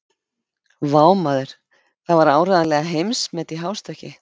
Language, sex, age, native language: Icelandic, female, 50-59, Icelandic